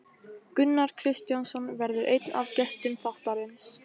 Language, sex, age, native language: Icelandic, female, 18-19, Icelandic